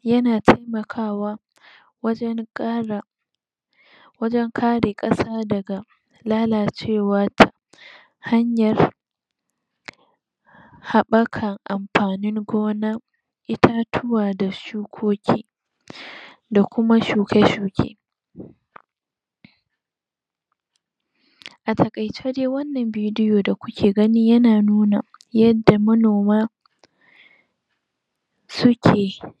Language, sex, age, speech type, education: Hausa, female, 15-29, spontaneous, tertiary